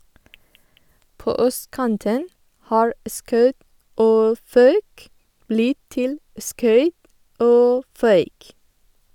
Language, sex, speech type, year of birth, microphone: Norwegian, female, read, 1985, Sennheiser